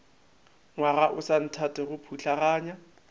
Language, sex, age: Northern Sotho, male, 25